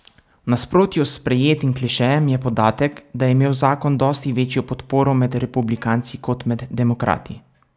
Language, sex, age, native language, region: Slovenian, male, 18-29, Slovenian, Savinja region